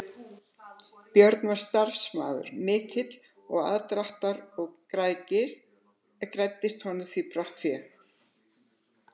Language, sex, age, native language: Icelandic, female, 70-79, Icelandic